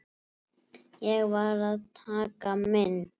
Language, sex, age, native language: Icelandic, female, 7, Icelandic